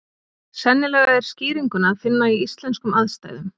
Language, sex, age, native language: Icelandic, female, 30-39, Icelandic